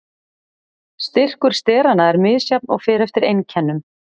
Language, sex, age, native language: Icelandic, female, 40-49, Icelandic